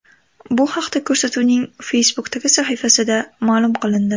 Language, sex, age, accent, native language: Uzbek, female, 18-24, Andijon, Uzbek